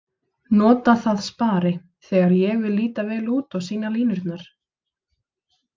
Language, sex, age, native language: Icelandic, female, 30-39, Icelandic